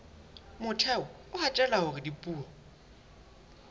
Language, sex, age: Southern Sotho, male, 21